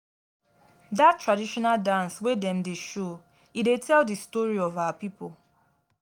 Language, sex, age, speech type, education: Nigerian Pidgin, female, 15-29, spontaneous, tertiary